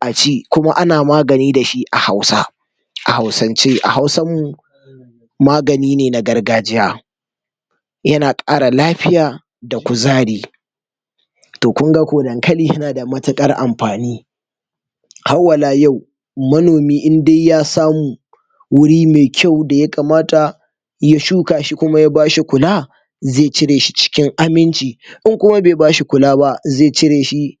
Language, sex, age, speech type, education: Hausa, male, 46-60, spontaneous, tertiary